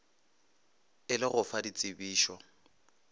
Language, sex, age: Northern Sotho, male, 23